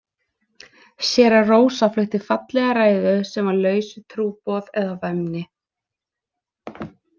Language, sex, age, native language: Icelandic, female, 20-29, Icelandic